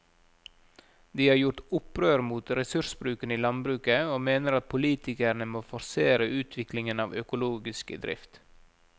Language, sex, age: Norwegian, male, 37